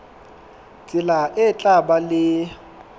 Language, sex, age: Southern Sotho, male, 22